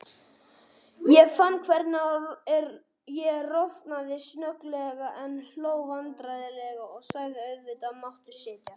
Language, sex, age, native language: Icelandic, male, 18-19, Icelandic